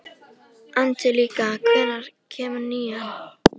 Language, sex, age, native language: Icelandic, female, 13, Icelandic